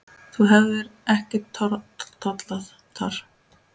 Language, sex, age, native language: Icelandic, male, 10, Icelandic